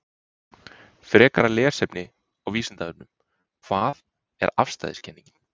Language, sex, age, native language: Icelandic, male, 30-39, Icelandic